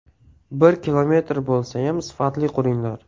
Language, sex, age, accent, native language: Uzbek, male, 18-24, Toshkent viloyati, Uzbek